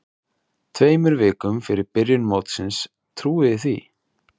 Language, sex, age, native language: Icelandic, male, 30-39, Icelandic